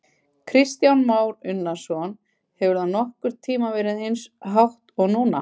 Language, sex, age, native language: Icelandic, female, 50-59, Icelandic